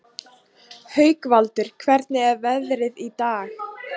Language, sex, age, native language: Icelandic, female, 15, Icelandic